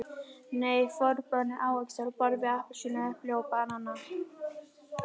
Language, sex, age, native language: Icelandic, female, 11, Icelandic